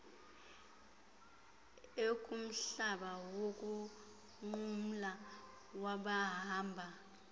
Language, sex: Xhosa, female